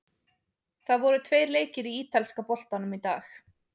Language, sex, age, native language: Icelandic, female, 20-29, Icelandic